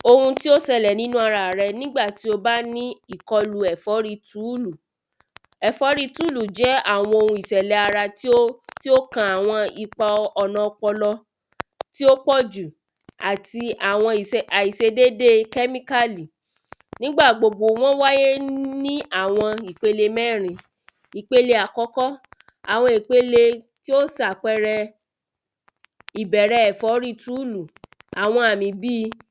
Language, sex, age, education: Yoruba, female, 30-45, tertiary